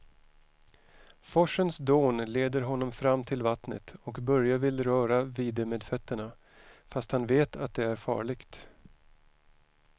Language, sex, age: Swedish, male, 41